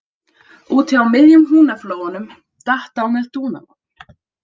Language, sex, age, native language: Icelandic, female, 20-29, Icelandic